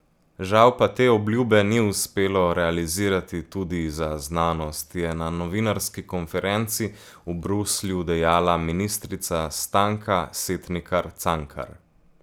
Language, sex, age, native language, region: Slovenian, male, 18-29, Slovenian, Gorica region